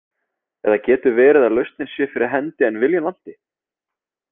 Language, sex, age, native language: Icelandic, male, 30-39, Icelandic